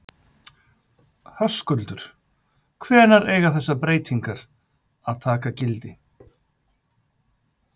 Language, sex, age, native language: Icelandic, male, 50-59, Icelandic